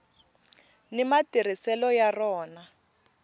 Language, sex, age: Tsonga, female, 20